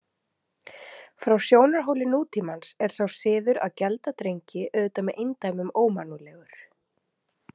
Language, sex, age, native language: Icelandic, female, 30-39, Icelandic